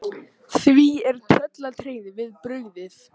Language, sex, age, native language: Icelandic, male, 18-19, Icelandic